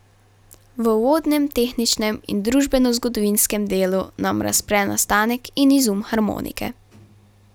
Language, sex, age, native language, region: Slovenian, female, 12-17, Slovenian, Carinthia region